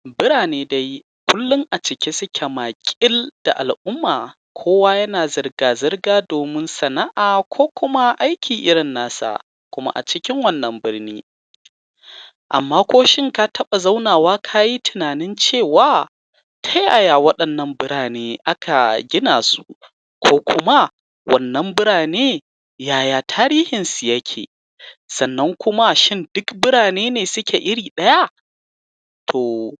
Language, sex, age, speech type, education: Hausa, male, 15-29, spontaneous, primary